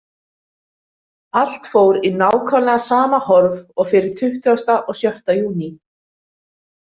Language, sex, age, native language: Icelandic, female, 20-29, Icelandic